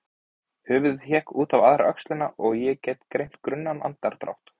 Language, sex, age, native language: Icelandic, male, 20-29, Icelandic